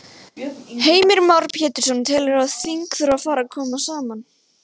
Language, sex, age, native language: Icelandic, female, 16, Icelandic